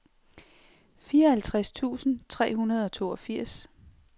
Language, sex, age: Danish, female, 46